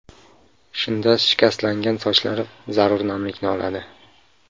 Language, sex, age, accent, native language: Uzbek, male, 25-34, Samarqand, Uzbek